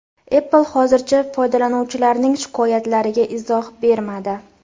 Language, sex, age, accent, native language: Uzbek, female, 25-34, Farg'ona, Uzbek